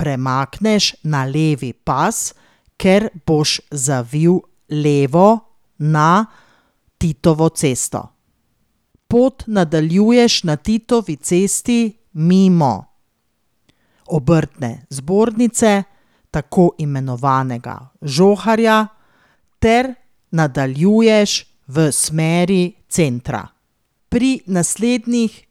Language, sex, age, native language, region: Slovenian, female, 30-49, Slovenian, Drava region